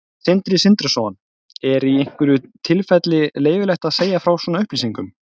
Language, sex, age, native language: Icelandic, male, 20-29, Icelandic